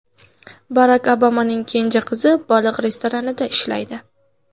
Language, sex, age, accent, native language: Uzbek, female, 18-24, Andijon, Uzbek